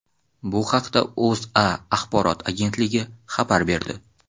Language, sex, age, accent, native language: Uzbek, male, 18-24, Xorazm, Uzbek